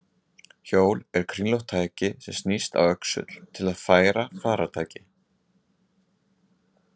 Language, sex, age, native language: Icelandic, male, 20-29, Icelandic